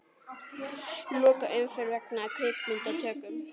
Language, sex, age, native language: Icelandic, female, 40-49, Icelandic